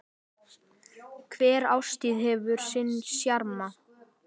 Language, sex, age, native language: Icelandic, male, 10, Icelandic